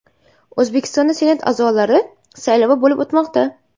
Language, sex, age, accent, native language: Uzbek, female, 18-24, Namangan, Uzbek